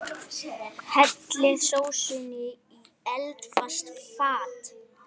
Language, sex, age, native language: Icelandic, male, 8, Icelandic